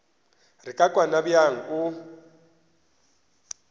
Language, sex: Northern Sotho, male